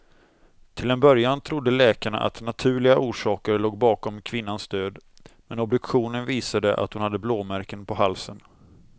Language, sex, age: Swedish, male, 26